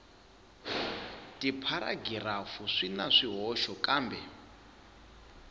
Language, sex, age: Tsonga, male, 20